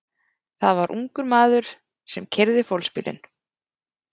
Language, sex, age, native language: Icelandic, female, 30-39, Icelandic